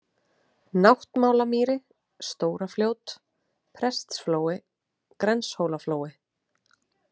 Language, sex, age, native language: Icelandic, female, 30-39, Icelandic